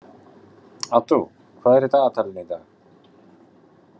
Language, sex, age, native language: Icelandic, male, 40-49, Icelandic